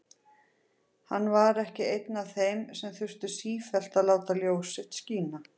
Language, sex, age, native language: Icelandic, female, 40-49, Icelandic